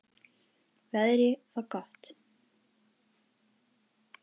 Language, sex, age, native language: Icelandic, female, 10, Icelandic